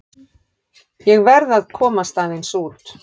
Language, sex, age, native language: Icelandic, female, 11, Icelandic